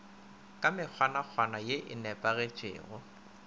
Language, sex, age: Northern Sotho, male, 25